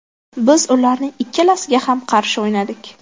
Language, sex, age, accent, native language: Uzbek, female, 12-17, Qashqadaryo, Uzbek